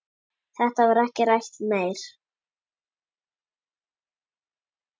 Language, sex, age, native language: Icelandic, female, 8, Icelandic